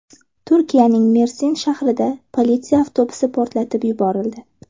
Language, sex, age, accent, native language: Uzbek, female, 18-24, Toshkent shahri, Uzbek